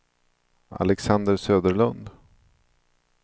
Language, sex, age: Swedish, male, 42